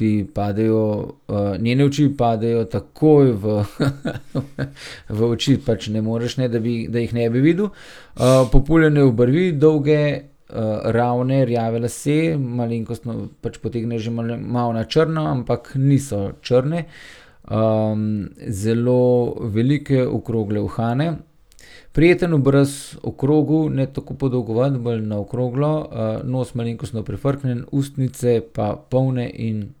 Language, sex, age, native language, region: Slovenian, male, 30-49, Slovenian, Gorenjska region